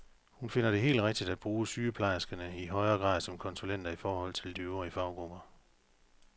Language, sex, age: Danish, male, 45